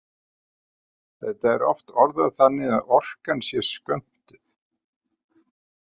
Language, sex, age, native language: Icelandic, male, 50-59, Icelandic